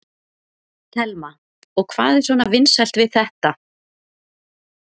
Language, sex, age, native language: Icelandic, female, 30-39, Icelandic